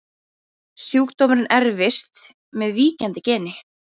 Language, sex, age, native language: Icelandic, female, 20-29, Icelandic